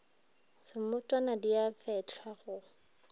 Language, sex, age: Northern Sotho, female, 23